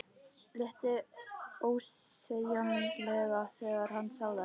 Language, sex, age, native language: Icelandic, other, 13, Icelandic